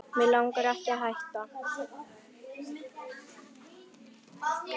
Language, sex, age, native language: Icelandic, female, 10, Icelandic